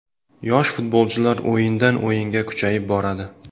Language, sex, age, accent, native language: Uzbek, male, 25-34, Sirdaryo, Uzbek